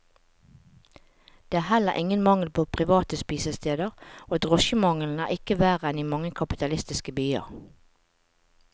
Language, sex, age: Norwegian, female, 45